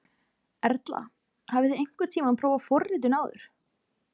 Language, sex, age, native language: Icelandic, female, 20-29, Icelandic